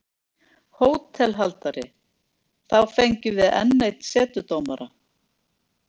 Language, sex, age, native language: Icelandic, female, 60-69, Icelandic